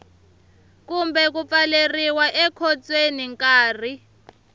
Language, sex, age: Tsonga, female, 23